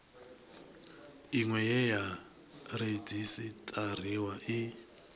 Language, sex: Venda, male